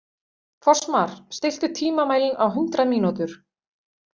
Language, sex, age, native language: Icelandic, female, 40-49, Icelandic